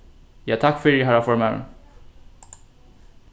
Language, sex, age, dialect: Faroese, male, 15-35, Norðurstreymoy/Eysturoy